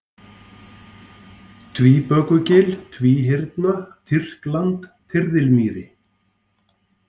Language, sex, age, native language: Icelandic, male, 50-59, Icelandic